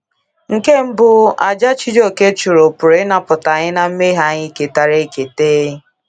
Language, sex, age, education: Igbo, female, 15-29, tertiary